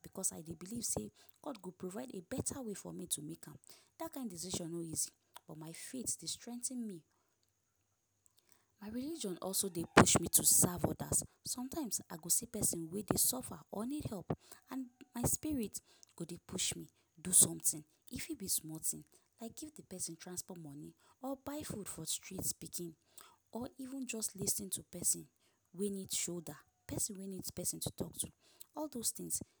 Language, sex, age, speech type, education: Nigerian Pidgin, female, 15-29, spontaneous, tertiary